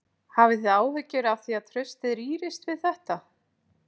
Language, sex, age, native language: Icelandic, female, 40-49, Icelandic